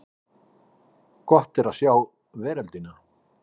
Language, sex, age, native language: Icelandic, male, 60-69, Icelandic